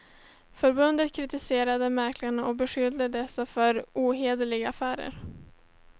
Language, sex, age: Swedish, female, 17